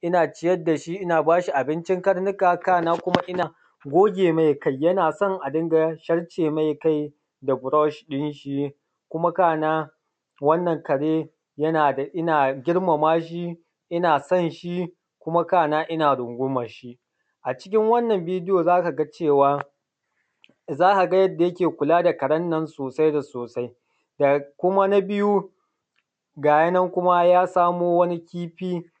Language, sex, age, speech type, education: Hausa, male, 30-45, spontaneous, tertiary